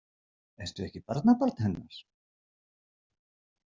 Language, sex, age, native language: Icelandic, male, 40-49, Icelandic